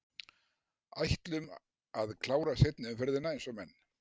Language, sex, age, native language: Icelandic, male, 60-69, Icelandic